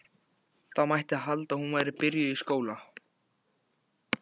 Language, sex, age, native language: Icelandic, male, 14, Icelandic